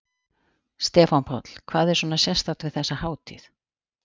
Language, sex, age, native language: Icelandic, female, 40-49, Icelandic